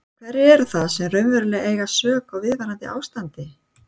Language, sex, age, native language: Icelandic, female, 60-69, Icelandic